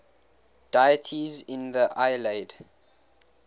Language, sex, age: English, male, 19